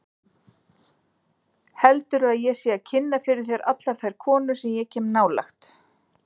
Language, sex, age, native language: Icelandic, female, 40-49, Icelandic